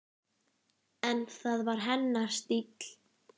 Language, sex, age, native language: Icelandic, female, 10, Icelandic